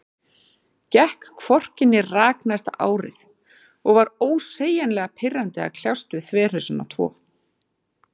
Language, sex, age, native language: Icelandic, female, 40-49, Icelandic